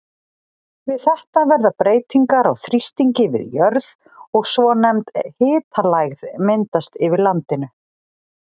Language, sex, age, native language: Icelandic, female, 40-49, Icelandic